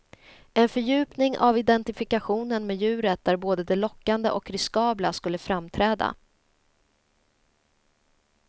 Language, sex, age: Swedish, female, 30